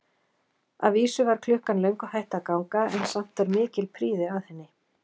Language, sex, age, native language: Icelandic, female, 40-49, Icelandic